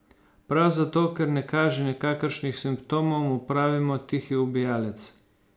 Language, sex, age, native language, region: Slovenian, male, 50-59, Slovenian, Savinja region